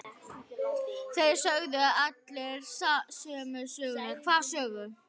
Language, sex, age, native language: Icelandic, female, 9, Icelandic